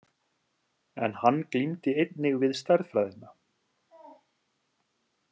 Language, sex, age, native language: Icelandic, male, 30-39, Icelandic